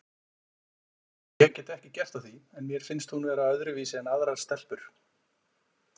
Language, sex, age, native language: Icelandic, male, 40-49, Icelandic